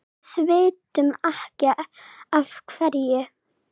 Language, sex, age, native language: Icelandic, female, 7, Serbo-Croatian